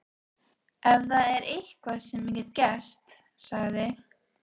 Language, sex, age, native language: Icelandic, female, 12, Icelandic